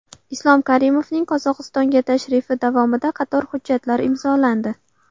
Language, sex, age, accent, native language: Uzbek, female, 18-24, Qashqadaryo, Uzbek